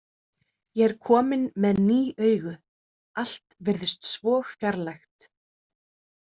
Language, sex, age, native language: Icelandic, female, 30-39, Icelandic